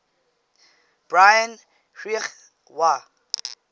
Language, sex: English, female